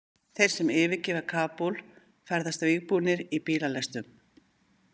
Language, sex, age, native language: Icelandic, female, 50-59, Icelandic